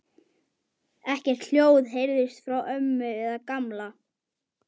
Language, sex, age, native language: Icelandic, male, 11, Icelandic